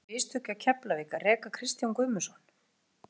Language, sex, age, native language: Icelandic, female, 40-49, Icelandic